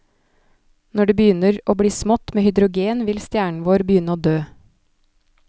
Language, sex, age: Norwegian, female, 29